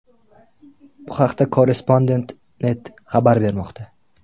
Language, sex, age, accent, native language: Uzbek, male, 18-24, Buxoro, Uzbek